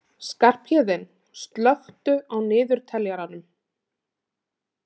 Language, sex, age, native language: Icelandic, female, 30-39, Icelandic